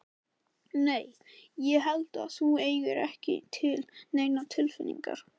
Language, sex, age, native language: Icelandic, male, 14, Icelandic